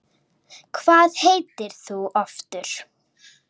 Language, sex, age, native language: Icelandic, female, 9, Icelandic